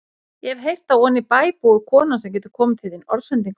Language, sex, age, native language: Icelandic, female, 40-49, Icelandic